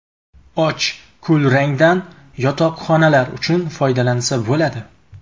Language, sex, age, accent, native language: Uzbek, male, 25-34, Qashqadaryo, Uzbek